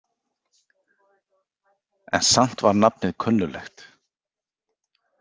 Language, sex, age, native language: Icelandic, male, 40-49, Icelandic